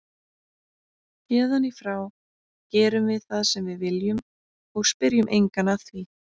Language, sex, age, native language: Icelandic, female, 30-39, Icelandic